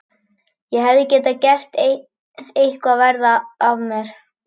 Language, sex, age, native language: Icelandic, male, 11, Icelandic